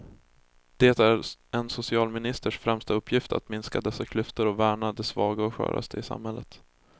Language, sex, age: Swedish, male, 20